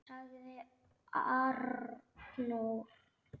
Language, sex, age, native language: Icelandic, female, 9, Icelandic